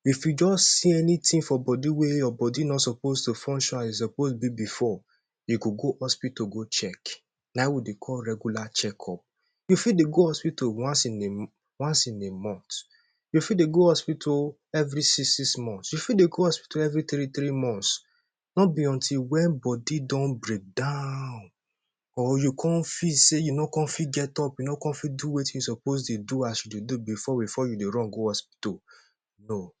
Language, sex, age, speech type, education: Nigerian Pidgin, male, 15-29, spontaneous, tertiary